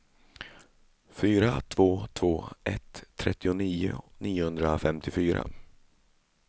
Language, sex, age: Swedish, male, 35